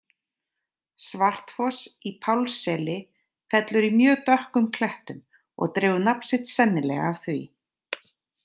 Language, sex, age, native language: Icelandic, female, 30-39, Icelandic